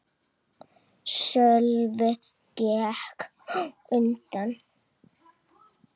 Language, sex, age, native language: Icelandic, male, 6, Icelandic